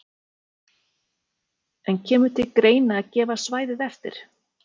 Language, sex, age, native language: Icelandic, female, 40-49, Icelandic